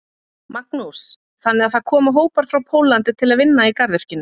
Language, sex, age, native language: Icelandic, female, 40-49, Icelandic